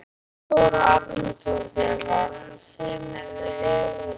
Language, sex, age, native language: Icelandic, male, 12, Icelandic